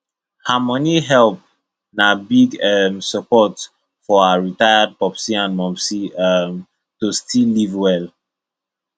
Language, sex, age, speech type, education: Nigerian Pidgin, male, 15-29, spontaneous, tertiary